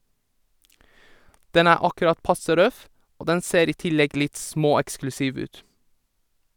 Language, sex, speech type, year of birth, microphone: Norwegian, male, read, 1987, Sennheiser